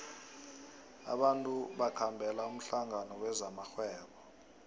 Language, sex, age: South Ndebele, male, 23